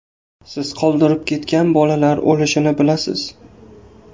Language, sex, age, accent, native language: Uzbek, male, 18-24, Qashqadaryo, Uzbek